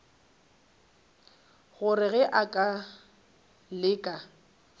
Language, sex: Northern Sotho, female